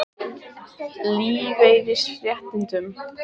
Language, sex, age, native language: Icelandic, female, 20-29, Icelandic